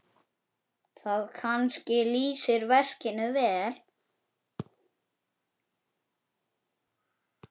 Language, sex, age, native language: Icelandic, male, 9, Icelandic